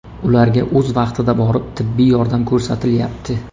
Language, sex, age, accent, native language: Uzbek, male, 25-34, Samarqand, Uzbek